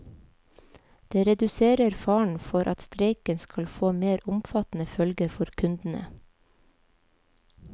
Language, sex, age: Norwegian, female, 37